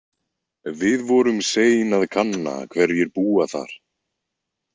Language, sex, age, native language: Icelandic, male, 20-29, Icelandic